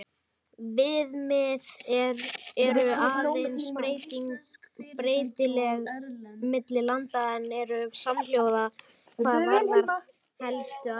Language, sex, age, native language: Icelandic, female, 18-19, Icelandic